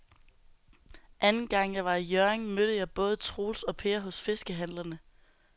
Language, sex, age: Danish, female, 19